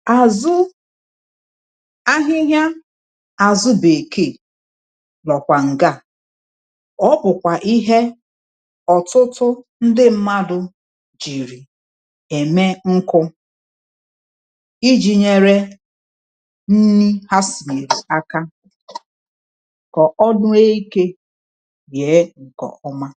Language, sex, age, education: Igbo, female, 30-45, tertiary